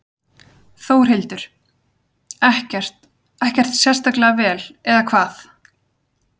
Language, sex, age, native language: Icelandic, female, 30-39, Icelandic